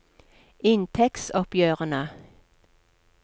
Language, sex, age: Norwegian, female, 46